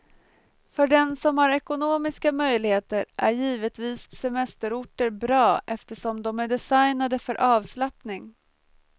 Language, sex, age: Swedish, female, 23